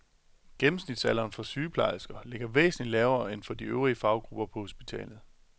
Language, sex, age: Danish, male, 27